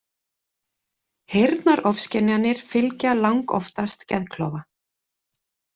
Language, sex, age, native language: Icelandic, female, 40-49, Icelandic